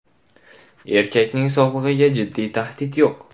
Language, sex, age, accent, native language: Uzbek, male, 18-24, Xorazm, Uzbek